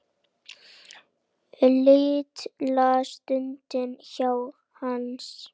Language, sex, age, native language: Icelandic, female, 9, Icelandic